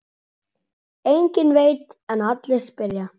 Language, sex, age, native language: Icelandic, male, 9, Icelandic